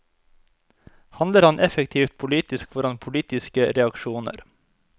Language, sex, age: Norwegian, male, 25